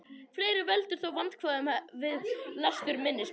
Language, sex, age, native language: Icelandic, male, 21, Icelandic